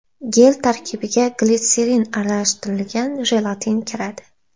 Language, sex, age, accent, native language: Uzbek, female, 18-24, Xorazm, Uzbek